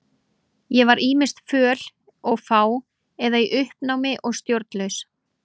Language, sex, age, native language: Icelandic, female, 18-19, Icelandic